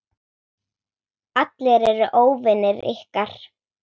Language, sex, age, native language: Icelandic, female, 8, Icelandic